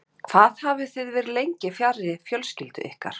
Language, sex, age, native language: Icelandic, female, 50-59, Icelandic